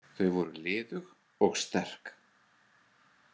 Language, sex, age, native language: Icelandic, male, 40-49, Icelandic